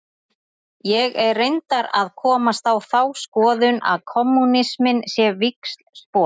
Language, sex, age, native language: Icelandic, female, 30-39, Icelandic